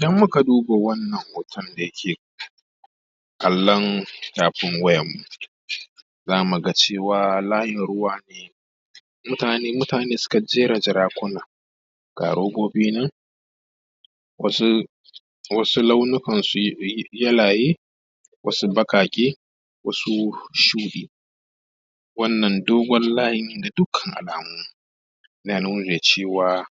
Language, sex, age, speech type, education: Hausa, male, 15-29, spontaneous, tertiary